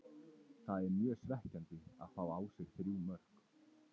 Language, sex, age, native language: Icelandic, male, 30-39, Icelandic